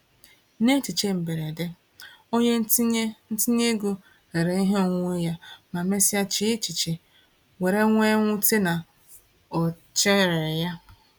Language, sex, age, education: Igbo, female, 15-29, tertiary